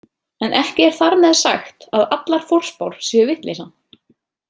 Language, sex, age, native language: Icelandic, female, 30-39, Icelandic